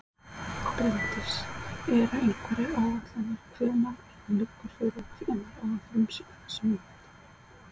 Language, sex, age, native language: Icelandic, female, 30-39, Icelandic